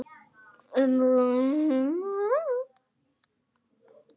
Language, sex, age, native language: Icelandic, other, 9, Icelandic